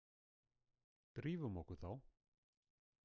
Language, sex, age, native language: Icelandic, male, 60-69, Icelandic